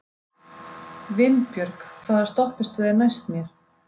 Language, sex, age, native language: Icelandic, female, 30-39, Icelandic